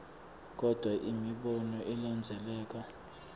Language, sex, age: Swati, male, 24